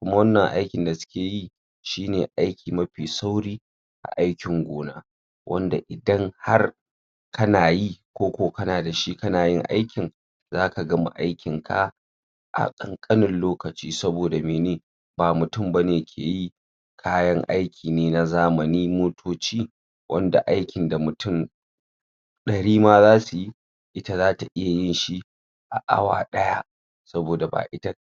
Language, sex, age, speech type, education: Hausa, female, 60+, spontaneous, secondary